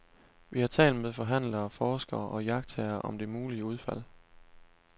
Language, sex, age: Danish, male, 19